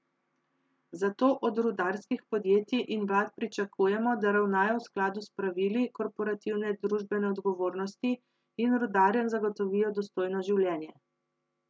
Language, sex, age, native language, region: Slovenian, female, 30-49, Slovenian, Central Slovenia